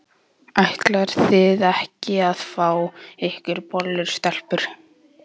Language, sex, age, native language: Icelandic, male, 11, Icelandic